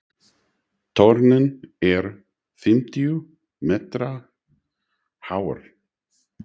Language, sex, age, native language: Icelandic, male, 60-69, English